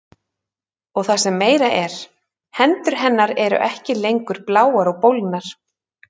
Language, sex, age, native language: Icelandic, female, 30-39, Icelandic